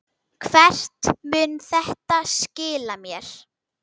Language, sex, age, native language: Icelandic, female, 10, Icelandic